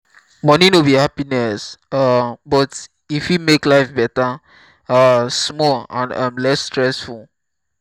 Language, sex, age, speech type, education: Nigerian Pidgin, male, 15-29, spontaneous, tertiary